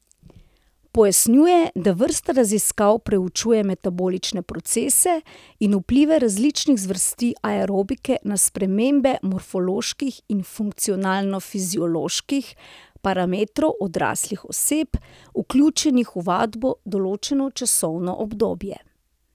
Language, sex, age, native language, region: Slovenian, female, 30-49, Slovenian, Central Slovenia